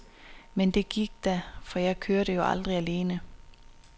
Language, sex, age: Danish, female, 26